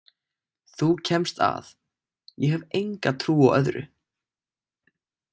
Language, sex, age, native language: Icelandic, male, 18-19, Icelandic